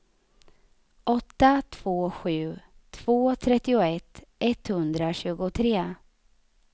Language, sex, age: Swedish, female, 35